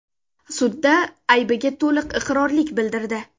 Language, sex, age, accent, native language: Uzbek, female, 19-29, Sirdaryo, Uzbek